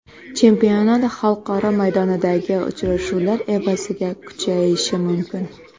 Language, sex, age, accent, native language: Uzbek, female, 18-24, Qoraqalpog'iston, Karakalpak